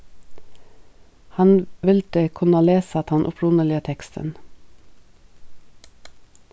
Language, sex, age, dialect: Faroese, female, 36-60, Suðurstreymoy